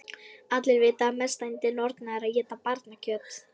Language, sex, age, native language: Icelandic, female, 11, Icelandic